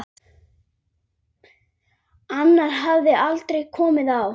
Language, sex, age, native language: Icelandic, male, 8, Icelandic